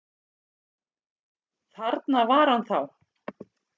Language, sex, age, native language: Icelandic, female, 40-49, Icelandic